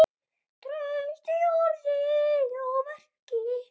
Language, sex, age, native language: Icelandic, male, 10, Icelandic